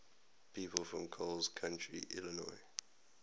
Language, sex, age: English, male, 19